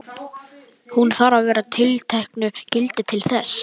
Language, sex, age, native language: Icelandic, male, 11, Icelandic